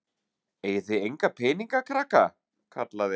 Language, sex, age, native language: Icelandic, male, 40-49, German